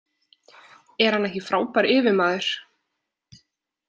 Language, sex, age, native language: Icelandic, female, 20-29, Icelandic